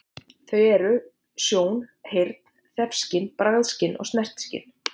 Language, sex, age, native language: Icelandic, female, 50-59, Icelandic